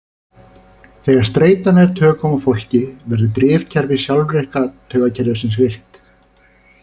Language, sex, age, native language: Icelandic, male, 30-39, Icelandic